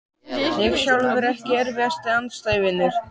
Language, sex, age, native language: Icelandic, male, 12, Icelandic